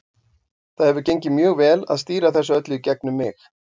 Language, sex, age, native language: Icelandic, male, 40-49, Icelandic